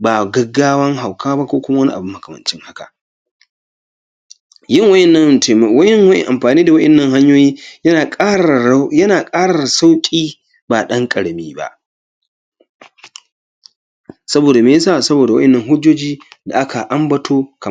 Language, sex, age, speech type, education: Hausa, male, 46-60, spontaneous, tertiary